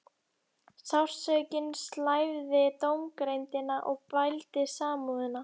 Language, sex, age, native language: Icelandic, female, 11, Icelandic